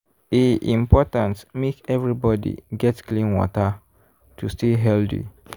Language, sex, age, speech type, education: Nigerian Pidgin, male, 15-29, spontaneous, tertiary